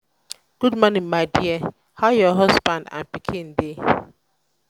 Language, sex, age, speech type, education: Nigerian Pidgin, female, 15-29, spontaneous, tertiary